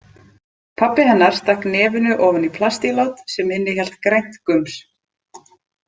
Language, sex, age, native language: Icelandic, female, 30-39, Icelandic